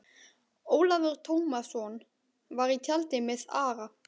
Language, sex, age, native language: Icelandic, male, 12, Icelandic